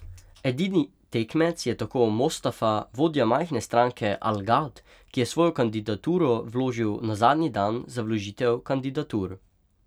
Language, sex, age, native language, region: Slovenian, male, 18-29, Slovenian, Pomurje region